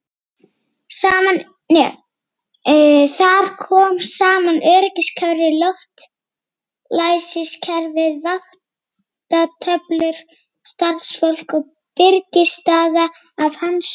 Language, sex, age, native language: Icelandic, male, 8, Icelandic